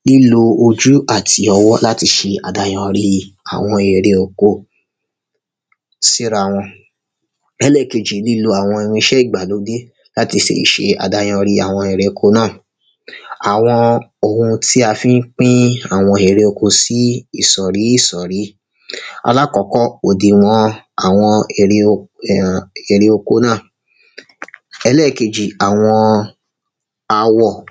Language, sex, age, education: Yoruba, male, 30-45, secondary